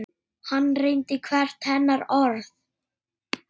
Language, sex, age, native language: Icelandic, male, 8, Icelandic